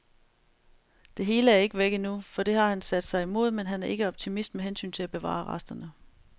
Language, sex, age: Danish, female, 35